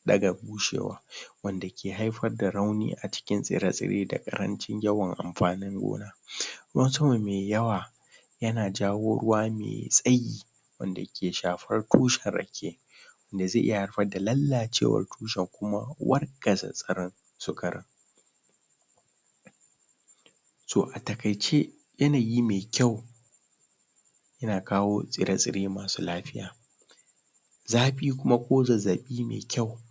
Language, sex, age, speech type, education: Hausa, male, 30-45, spontaneous, tertiary